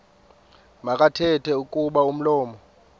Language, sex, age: Xhosa, female, 28